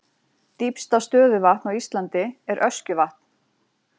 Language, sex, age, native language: Icelandic, female, 40-49, Icelandic